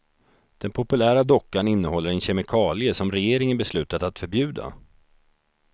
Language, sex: Swedish, male